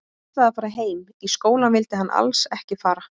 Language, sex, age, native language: Icelandic, female, 20-29, Icelandic